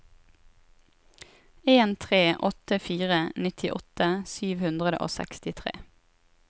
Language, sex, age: Norwegian, female, 23